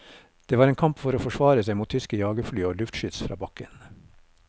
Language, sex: Norwegian, male